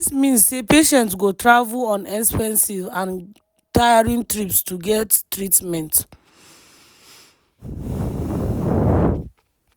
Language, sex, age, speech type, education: Nigerian Pidgin, female, 15-29, spontaneous, tertiary